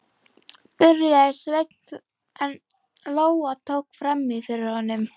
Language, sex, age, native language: Icelandic, female, 11, Icelandic